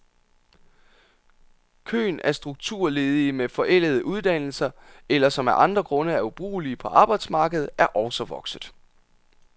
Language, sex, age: Danish, male, 27